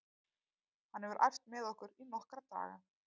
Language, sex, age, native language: Icelandic, female, 30-39, Icelandic